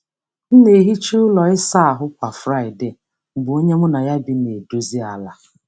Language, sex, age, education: Igbo, female, 30-45, tertiary